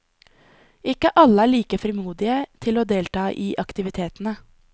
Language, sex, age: Norwegian, female, 20